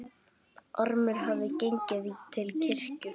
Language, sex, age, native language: Icelandic, female, 10, Icelandic